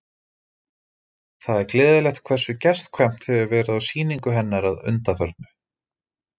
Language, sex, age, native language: Icelandic, male, 30-39, Icelandic